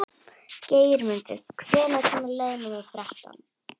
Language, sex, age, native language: Icelandic, female, 11, Icelandic